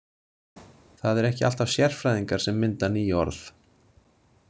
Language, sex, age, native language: Icelandic, male, 30-39, Icelandic